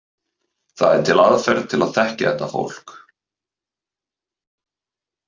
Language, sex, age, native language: Icelandic, male, 30-39, Icelandic